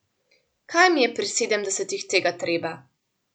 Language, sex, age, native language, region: Slovenian, female, 18-29, Slovenian, Central Slovenia